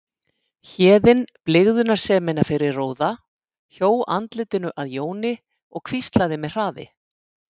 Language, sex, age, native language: Icelandic, female, 50-59, Icelandic